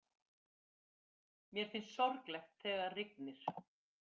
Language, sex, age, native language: Icelandic, female, 50-59, Icelandic